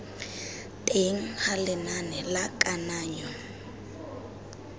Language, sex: Tswana, female